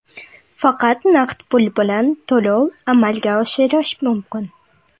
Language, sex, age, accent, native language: Uzbek, female, 19-29, Toshkent shahri, Uzbek